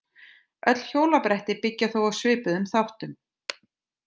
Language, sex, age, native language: Icelandic, female, 30-39, Icelandic